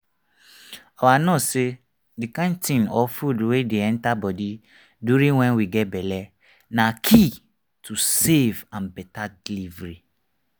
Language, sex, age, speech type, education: Nigerian Pidgin, male, 30-45, spontaneous, tertiary